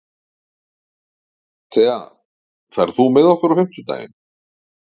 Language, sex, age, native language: Icelandic, male, 40-49, Icelandic